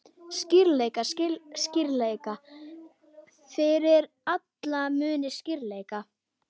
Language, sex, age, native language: Icelandic, female, 12, Swedish